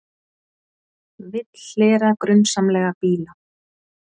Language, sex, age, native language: Icelandic, female, 40-49, Icelandic